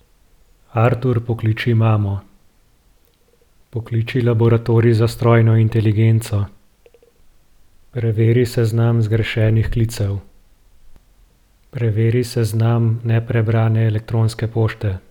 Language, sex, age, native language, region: Slovenian, male, 30-49, Slovenian, Gorenjska region